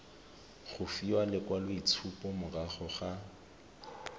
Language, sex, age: Tswana, male, 31